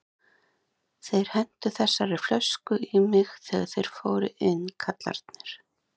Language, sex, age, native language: Icelandic, other, 30-39, Icelandic